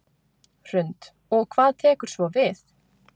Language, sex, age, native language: Icelandic, female, 20-29, Icelandic